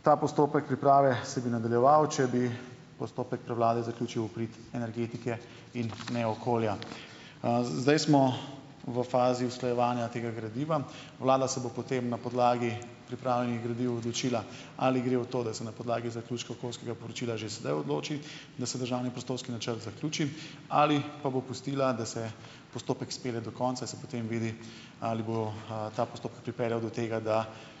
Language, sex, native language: Slovenian, male, Slovenian